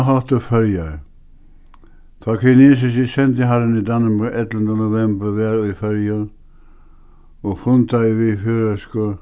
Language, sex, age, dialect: Faroese, male, 61+, Suðuroy